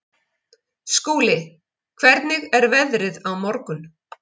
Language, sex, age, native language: Icelandic, female, 50-59, Icelandic